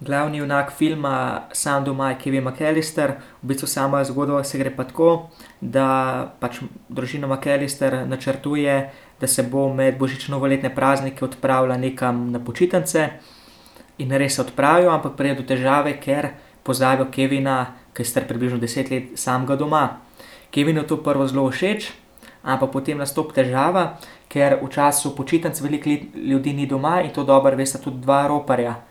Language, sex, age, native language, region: Slovenian, male, 18-29, Slovenian, Central Slovenia